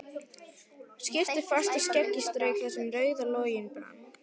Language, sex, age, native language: Icelandic, female, 11, Icelandic